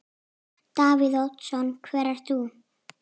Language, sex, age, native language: Icelandic, female, 8, Icelandic